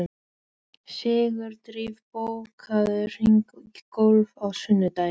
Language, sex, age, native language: Icelandic, female, 13, Icelandic